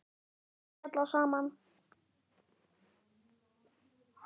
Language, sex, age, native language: Icelandic, male, 10, Icelandic